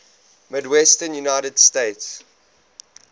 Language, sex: English, male